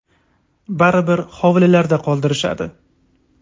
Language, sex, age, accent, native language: Uzbek, male, 30-39, Toshkent viloyati, Uzbek